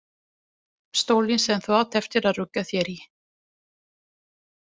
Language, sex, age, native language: Icelandic, female, 20-29, Italian